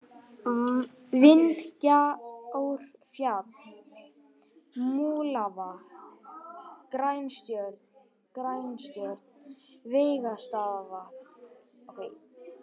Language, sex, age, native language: Icelandic, male, 18-19, Icelandic